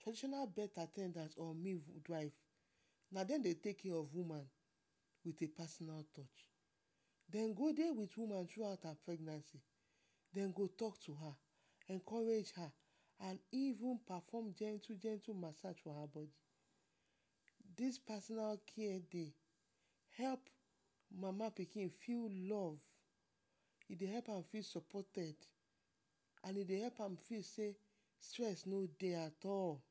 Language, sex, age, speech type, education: Nigerian Pidgin, female, 30-45, spontaneous, tertiary